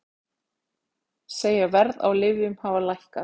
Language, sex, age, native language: Icelandic, female, 40-49, Icelandic